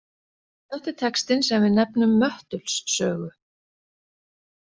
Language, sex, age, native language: Icelandic, female, 40-49, Icelandic